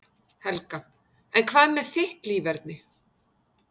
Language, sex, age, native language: Icelandic, female, 50-59, Icelandic